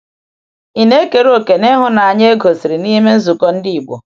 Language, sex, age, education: Igbo, female, 46-60, tertiary